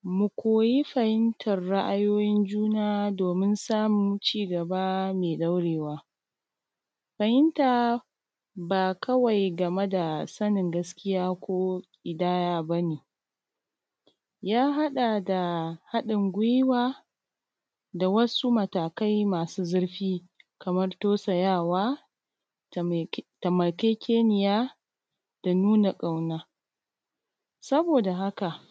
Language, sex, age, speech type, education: Hausa, female, 30-45, spontaneous, tertiary